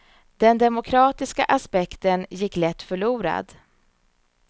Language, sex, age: Swedish, female, 34